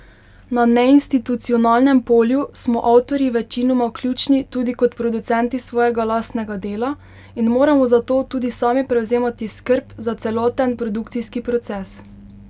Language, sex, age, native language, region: Slovenian, female, 18-29, Slovenian, Pomurje region